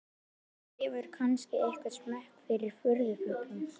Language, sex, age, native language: Icelandic, male, 11, Icelandic